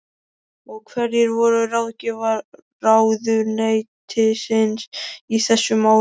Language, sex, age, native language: Icelandic, male, 13, Icelandic